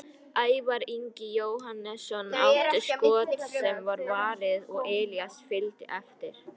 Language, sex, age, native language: Icelandic, female, 50-59, Icelandic